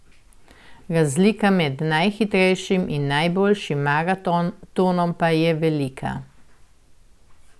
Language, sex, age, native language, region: Slovenian, female, 60+, Slovenian, Central Slovenia